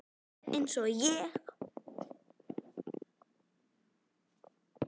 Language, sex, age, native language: Icelandic, female, 9, Icelandic